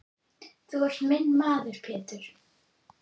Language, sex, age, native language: Icelandic, female, 10, Icelandic